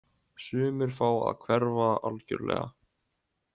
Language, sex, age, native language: Icelandic, male, 18-19, Icelandic